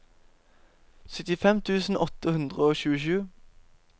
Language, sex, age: Norwegian, male, 17